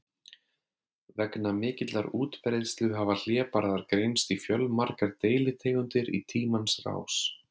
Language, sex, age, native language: Icelandic, male, 30-39, Icelandic